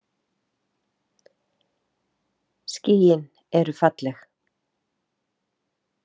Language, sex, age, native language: Icelandic, female, 50-59, Icelandic